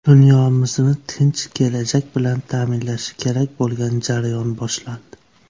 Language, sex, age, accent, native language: Uzbek, male, 19-29, Namangan, Uzbek